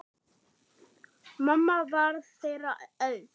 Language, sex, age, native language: Icelandic, female, 8, German